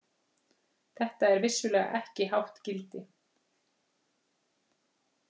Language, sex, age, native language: Icelandic, female, 40-49, Icelandic